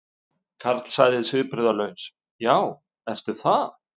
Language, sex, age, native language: Icelandic, male, 50-59, Icelandic